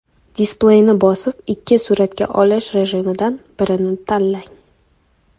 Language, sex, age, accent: Uzbek, female, 18-24, Qoraqalpog'iston